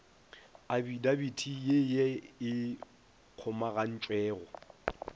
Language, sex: Northern Sotho, male